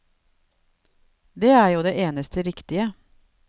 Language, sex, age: Norwegian, female, 52